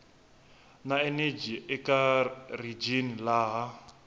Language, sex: Tsonga, male